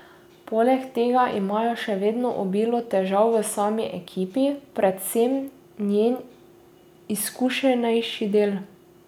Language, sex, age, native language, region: Slovenian, female, 18-29, Slovenian, Drava region